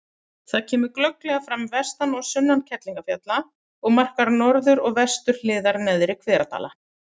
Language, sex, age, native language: Icelandic, female, 30-39, Icelandic